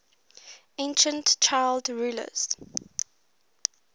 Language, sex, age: English, female, 19